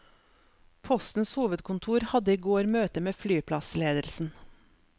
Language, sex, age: Norwegian, female, 47